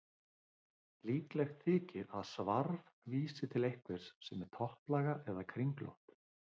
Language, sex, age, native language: Icelandic, male, 50-59, Icelandic